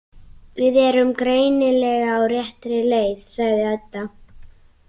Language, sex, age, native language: Icelandic, female, 18-19, Icelandic